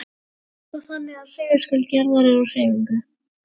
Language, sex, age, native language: Icelandic, male, 40-49, Icelandic